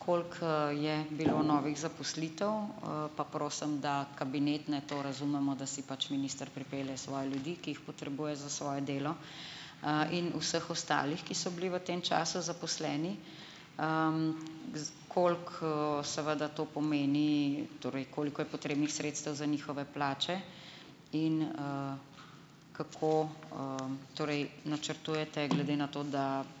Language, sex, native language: Slovenian, female, Slovenian